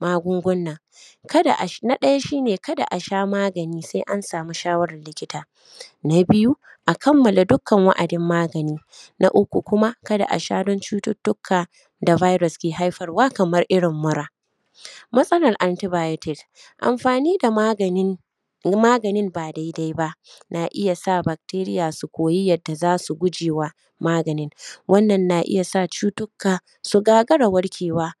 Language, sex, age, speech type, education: Hausa, female, 30-45, spontaneous, primary